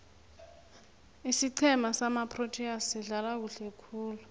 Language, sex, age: South Ndebele, female, 21